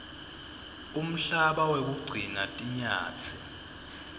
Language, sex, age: Swati, male, 22